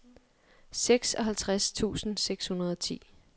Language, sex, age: Danish, female, 23